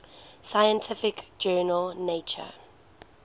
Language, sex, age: English, female, 19